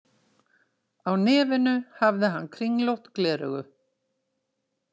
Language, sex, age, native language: Icelandic, female, 60-69, Icelandic